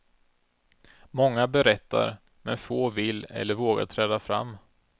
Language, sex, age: Swedish, male, 32